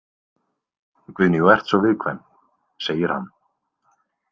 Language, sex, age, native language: Icelandic, male, 20-29, Icelandic